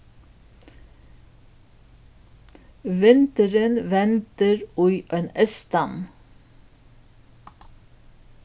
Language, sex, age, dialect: Faroese, female, 61+, Norðuroyggjar